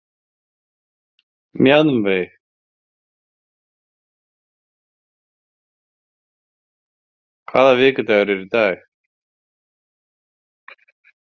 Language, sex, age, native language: Icelandic, male, 40-49, Icelandic